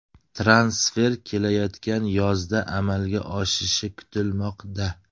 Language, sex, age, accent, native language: Uzbek, male, 25-34, Surxondaryo, Uzbek